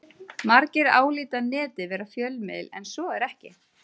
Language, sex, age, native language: Icelandic, female, 30-39, Icelandic